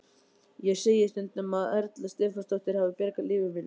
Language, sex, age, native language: Icelandic, male, 12, Icelandic